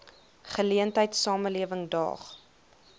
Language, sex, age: Afrikaans, female, 22